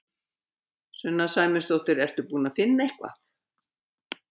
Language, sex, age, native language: Icelandic, female, 70-79, Icelandic